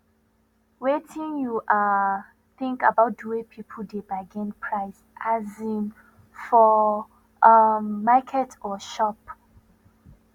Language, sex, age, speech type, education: Nigerian Pidgin, female, 15-29, spontaneous, tertiary